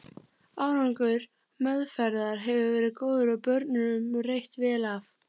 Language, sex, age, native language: Icelandic, female, 30-39, Icelandic